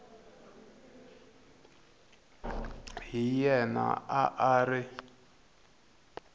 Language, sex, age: Tsonga, male, 22